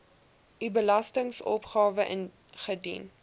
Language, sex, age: Afrikaans, female, 20